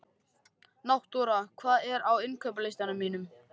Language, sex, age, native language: Icelandic, male, 13, Icelandic